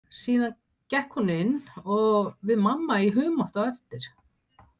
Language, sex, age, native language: Icelandic, female, 60-69, Icelandic